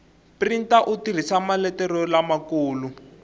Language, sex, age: Tsonga, male, 20